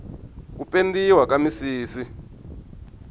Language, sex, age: Tsonga, male, 23